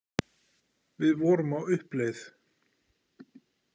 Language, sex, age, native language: Icelandic, male, 40-49, Icelandic